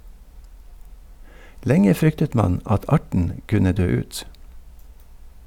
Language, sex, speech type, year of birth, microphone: Norwegian, male, read, 1952, Sennheiser